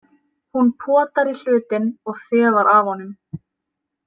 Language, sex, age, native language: Icelandic, female, 18-19, Icelandic